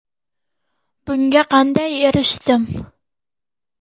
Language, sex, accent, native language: Uzbek, female, Farg'ona, Uzbek